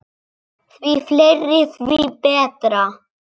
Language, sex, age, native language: Icelandic, male, 7, Icelandic